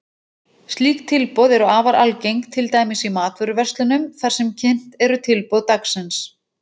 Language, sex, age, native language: Icelandic, female, 40-49, Icelandic